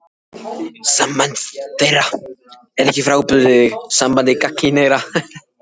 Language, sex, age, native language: Icelandic, male, 14, Icelandic